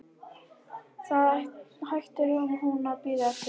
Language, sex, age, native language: Icelandic, female, 11, Icelandic